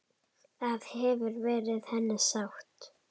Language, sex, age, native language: Icelandic, female, 7, Icelandic